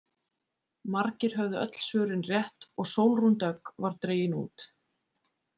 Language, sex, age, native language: Icelandic, female, 20-29, Icelandic